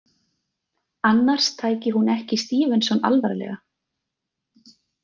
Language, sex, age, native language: Icelandic, female, 30-39, Icelandic